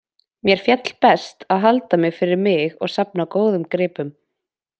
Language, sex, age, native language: Icelandic, female, 20-29, Icelandic